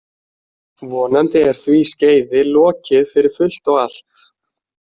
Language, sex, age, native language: Icelandic, male, 20-29, Icelandic